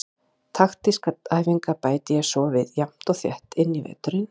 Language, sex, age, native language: Icelandic, female, 40-49, Icelandic